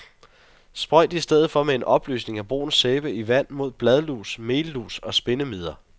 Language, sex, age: Danish, male, 23